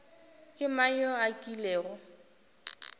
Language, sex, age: Northern Sotho, female, 19